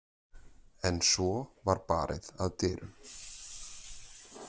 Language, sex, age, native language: Icelandic, male, 30-39, Icelandic